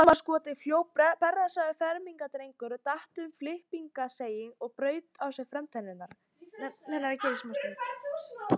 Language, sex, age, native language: Icelandic, female, 18-19, Icelandic